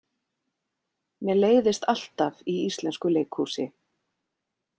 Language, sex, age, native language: Icelandic, female, 40-49, Icelandic